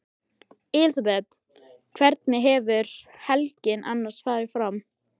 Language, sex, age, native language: Icelandic, female, 13, Icelandic